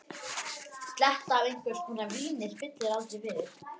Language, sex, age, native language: Icelandic, female, 11, Icelandic